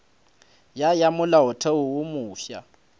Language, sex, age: Northern Sotho, male, 20